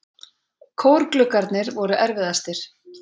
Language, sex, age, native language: Icelandic, female, 40-49, Icelandic